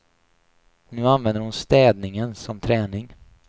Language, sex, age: Swedish, male, 28